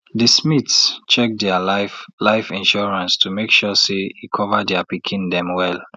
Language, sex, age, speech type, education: Nigerian Pidgin, male, 30-45, spontaneous, tertiary